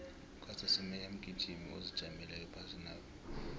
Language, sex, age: South Ndebele, male, 20